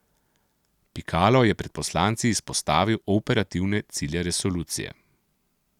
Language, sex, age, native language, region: Slovenian, male, 30-49, Slovenian, Central Slovenia